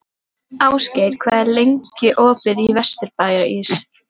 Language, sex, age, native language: Icelandic, female, 12, Icelandic